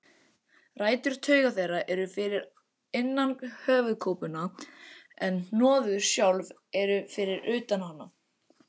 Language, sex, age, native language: Icelandic, male, 18-19, Icelandic